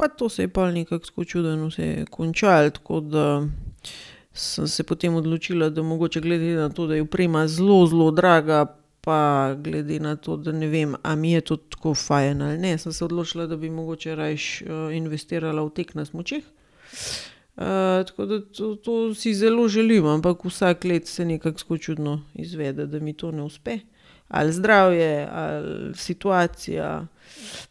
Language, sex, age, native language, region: Slovenian, female, 30-49, Slovenian, Gorenjska region